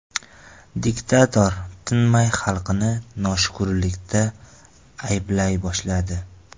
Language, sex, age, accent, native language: Uzbek, male, 18-24, Farg'ona, Tajik